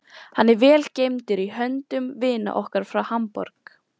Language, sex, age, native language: Icelandic, female, 13, Icelandic